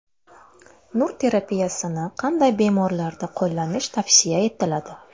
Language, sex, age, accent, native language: Uzbek, female, 35+, Buxoro, Uzbek